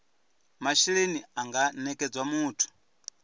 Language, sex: Venda, male